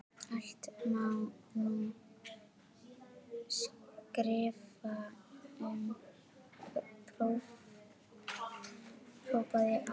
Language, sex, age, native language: Icelandic, female, 12, Icelandic